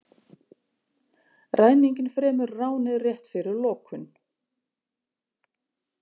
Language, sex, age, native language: Icelandic, female, 50-59, Icelandic